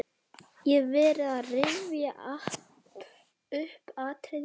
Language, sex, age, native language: Icelandic, male, 11, Icelandic